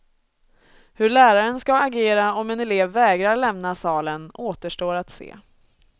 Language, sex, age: Swedish, female, 24